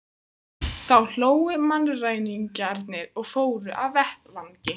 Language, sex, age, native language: Icelandic, female, 15, Icelandic